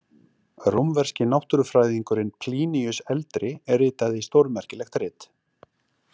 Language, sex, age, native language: Icelandic, male, 40-49, Icelandic